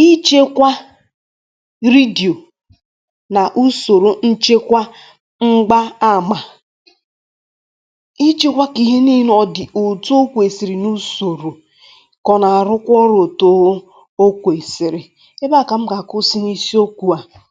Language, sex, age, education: Igbo, female, 15-29, tertiary